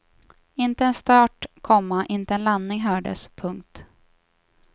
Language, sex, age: Swedish, female, 24